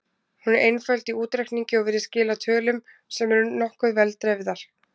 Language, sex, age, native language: Icelandic, female, 20-29, Icelandic